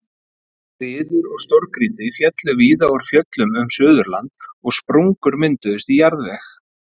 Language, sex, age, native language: Icelandic, male, 40-49, Icelandic